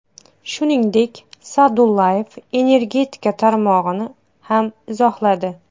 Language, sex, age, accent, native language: Uzbek, female, 30-39, Xorazm, Uzbek